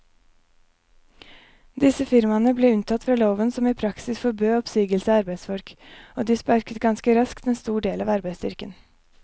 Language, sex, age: Norwegian, female, 23